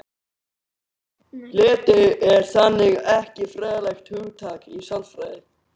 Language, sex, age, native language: Icelandic, male, 18-19, Icelandic